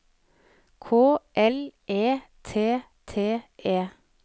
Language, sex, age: Norwegian, female, 49